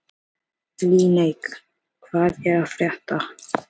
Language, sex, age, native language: Icelandic, male, 13, Filipino